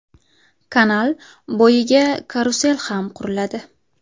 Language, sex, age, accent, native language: Uzbek, female, 18-24, Farg'ona, Uzbek